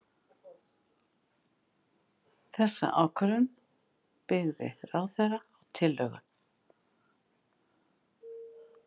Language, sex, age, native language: Icelandic, female, 60-69, Icelandic